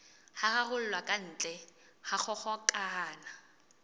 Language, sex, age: Southern Sotho, female, 20